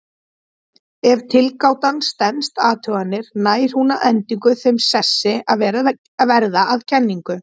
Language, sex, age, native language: Icelandic, female, 30-39, Icelandic